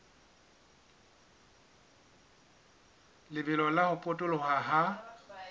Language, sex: Southern Sotho, male